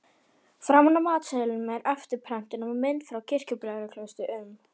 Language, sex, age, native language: Icelandic, female, 11, Icelandic